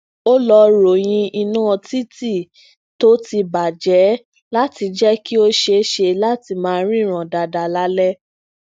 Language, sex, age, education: Yoruba, female, 15-29, tertiary